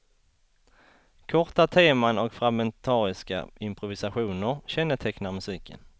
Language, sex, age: Swedish, male, 33